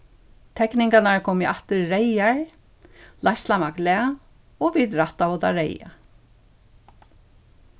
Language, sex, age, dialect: Faroese, female, 61+, Suðurstreymoy